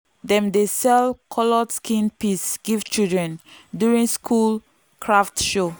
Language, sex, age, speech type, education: Nigerian Pidgin, female, 15-29, spontaneous, tertiary